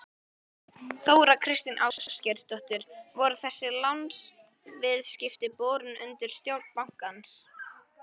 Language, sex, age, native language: Icelandic, female, 12, Icelandic